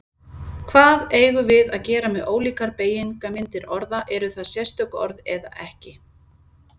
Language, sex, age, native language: Icelandic, female, 40-49, Icelandic